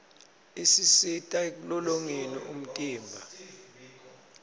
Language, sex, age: Swati, male, 26